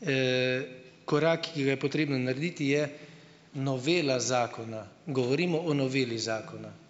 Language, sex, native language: Slovenian, male, Slovenian